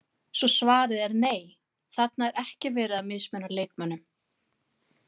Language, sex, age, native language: Icelandic, female, 40-49, Icelandic